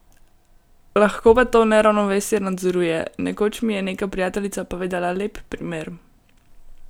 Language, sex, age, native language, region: Slovenian, female, 18-29, Slovenian, Gorenjska region